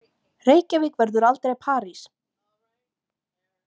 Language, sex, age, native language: Icelandic, female, 20-29, Icelandic